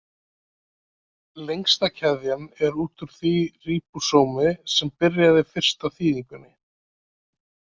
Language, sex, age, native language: Icelandic, male, 30-39, Icelandic